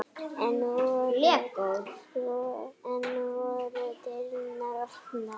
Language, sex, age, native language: Icelandic, female, 8, Icelandic